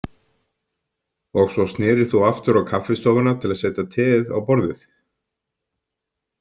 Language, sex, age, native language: Icelandic, male, 50-59, Icelandic